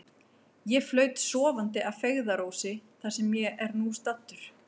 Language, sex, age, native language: Icelandic, female, 30-39, Icelandic